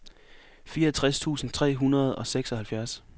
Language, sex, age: Danish, male, 24